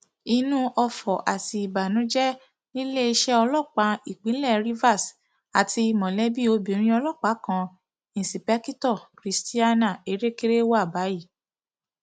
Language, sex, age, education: Yoruba, female, 30-45, tertiary